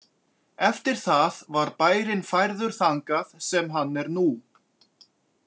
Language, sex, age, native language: Icelandic, male, 40-49, Icelandic